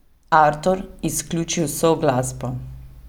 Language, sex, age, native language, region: Slovenian, female, 30-49, Slovenian, Savinja region